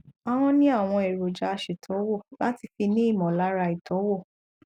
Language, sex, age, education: Yoruba, female, 15-29, tertiary